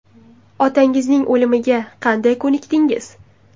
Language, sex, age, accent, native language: Uzbek, female, 19-29, Samarqand, Uzbek